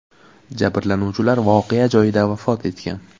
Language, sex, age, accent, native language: Uzbek, male, 18-24, Buxoro, Uzbek